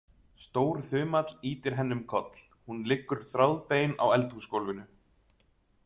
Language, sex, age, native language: Icelandic, male, 30-39, Icelandic